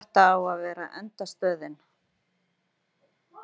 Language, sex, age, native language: Icelandic, female, 30-39, Icelandic